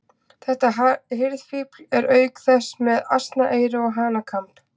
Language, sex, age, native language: Icelandic, female, 20-29, Icelandic